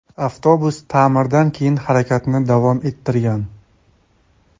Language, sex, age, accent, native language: Uzbek, male, 25-34, Jizzax, Uzbek